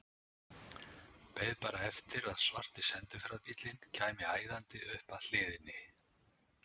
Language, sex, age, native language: Icelandic, male, 60-69, Icelandic